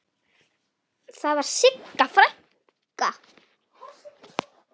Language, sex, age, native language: Icelandic, female, 9, Icelandic